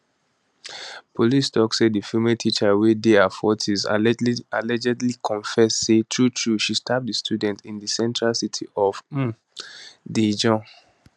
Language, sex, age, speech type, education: Nigerian Pidgin, male, 15-29, spontaneous, tertiary